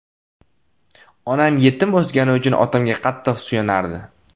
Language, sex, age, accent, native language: Uzbek, male, 18-24, Toshkent viloyati, Uzbek